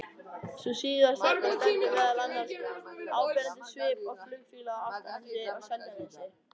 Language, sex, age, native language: Icelandic, male, 18-19, Icelandic